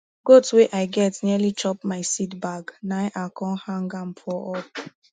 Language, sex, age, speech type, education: Nigerian Pidgin, female, 15-29, spontaneous, tertiary